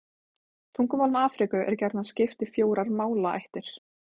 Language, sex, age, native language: Icelandic, female, 20-29, Icelandic